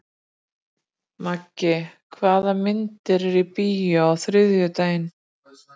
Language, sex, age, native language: Icelandic, female, 40-49, Icelandic